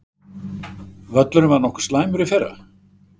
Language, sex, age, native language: Icelandic, male, 60-69, Icelandic